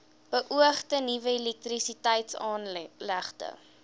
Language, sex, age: Afrikaans, female, 18